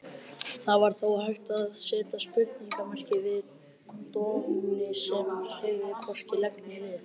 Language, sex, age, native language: Icelandic, female, 30-39, Icelandic